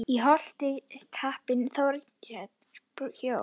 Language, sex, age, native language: Icelandic, female, 10, Icelandic